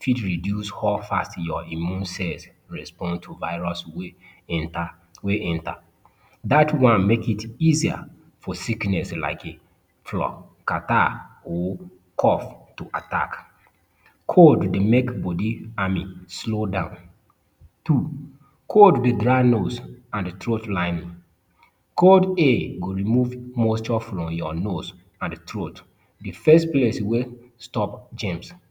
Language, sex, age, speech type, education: Nigerian Pidgin, male, 30-45, spontaneous, tertiary